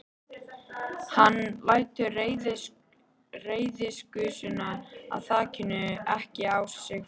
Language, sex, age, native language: Icelandic, female, 13, Icelandic